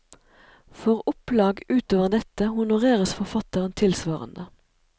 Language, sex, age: Norwegian, female, 37